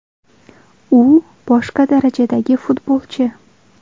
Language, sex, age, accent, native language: Uzbek, female, 19-29, Xorazm, Uzbek